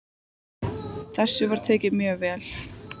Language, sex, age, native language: Icelandic, female, 18-19, Icelandic